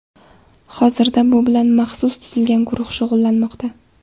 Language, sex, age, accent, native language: Uzbek, female, 18-24, Samarqand, Uzbek